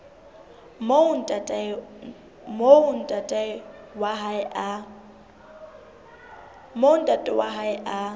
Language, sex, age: Southern Sotho, female, 22